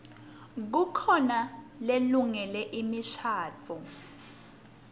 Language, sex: Swati, female